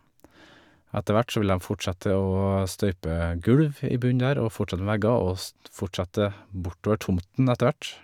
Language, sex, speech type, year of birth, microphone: Norwegian, male, spontaneous, 1979, Shure